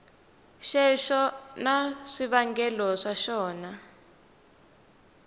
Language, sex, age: Tsonga, female, 19